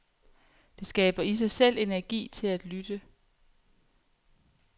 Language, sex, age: Danish, female, 28